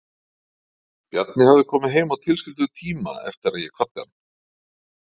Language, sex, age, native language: Icelandic, male, 40-49, Icelandic